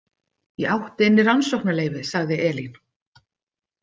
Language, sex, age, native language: Icelandic, female, 50-59, Icelandic